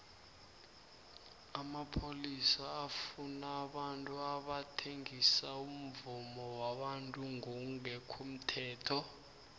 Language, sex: South Ndebele, male